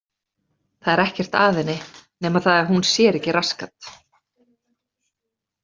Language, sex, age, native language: Icelandic, female, 30-39, Icelandic